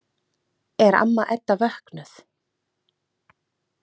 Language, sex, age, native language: Icelandic, female, 30-39, Icelandic